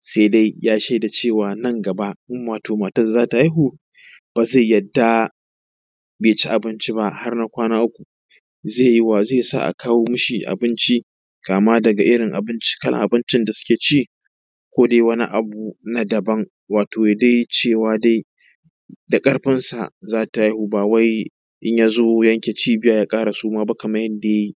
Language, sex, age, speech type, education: Hausa, male, 15-29, spontaneous, tertiary